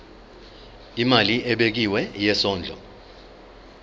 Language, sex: Zulu, male